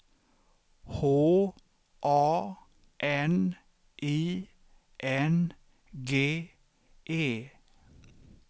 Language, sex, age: Swedish, male, 63